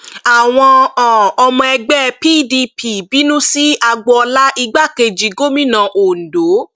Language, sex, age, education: Yoruba, female, 15-29, tertiary